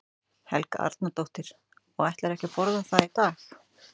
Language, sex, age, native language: Icelandic, male, 12, Icelandic